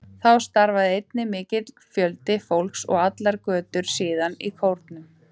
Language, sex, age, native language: Icelandic, female, 30-39, Icelandic